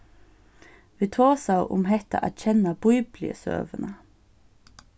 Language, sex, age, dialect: Faroese, female, 15-35, Suðurstreymoy